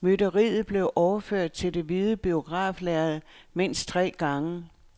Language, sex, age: Danish, female, 69